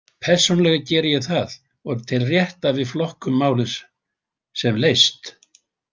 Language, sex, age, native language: Icelandic, male, 80-89, Icelandic